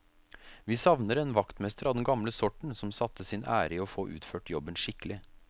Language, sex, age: Norwegian, male, 33